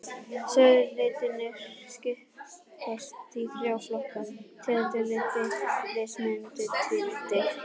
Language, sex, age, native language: Icelandic, male, 18-19, Icelandic